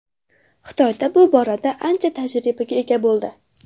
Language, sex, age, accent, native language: Uzbek, female, 12-17, Farg'ona, Uzbek